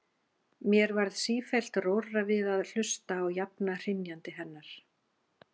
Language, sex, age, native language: Icelandic, female, 40-49, Icelandic